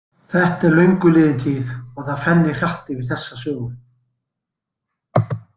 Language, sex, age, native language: Icelandic, male, 60-69, Icelandic